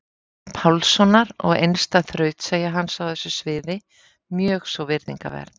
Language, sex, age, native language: Icelandic, female, 50-59, Icelandic